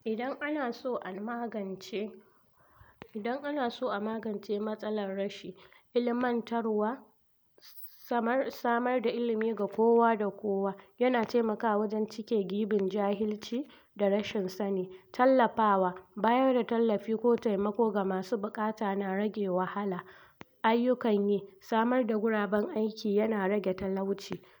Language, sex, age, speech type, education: Hausa, female, 46-60, spontaneous, tertiary